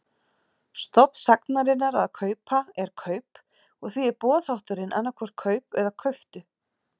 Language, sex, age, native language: Icelandic, female, 40-49, Icelandic